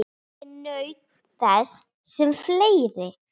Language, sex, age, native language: Icelandic, female, 9, Icelandic